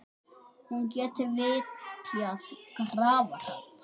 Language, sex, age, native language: Icelandic, male, 8, Icelandic